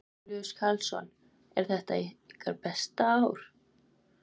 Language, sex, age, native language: Icelandic, female, 20-29, Icelandic